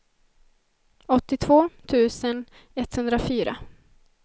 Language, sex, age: Swedish, female, 20